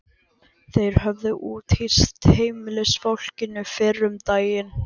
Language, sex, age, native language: Icelandic, male, 11, Icelandic